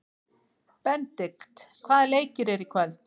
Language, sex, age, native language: Icelandic, female, 40-49, Icelandic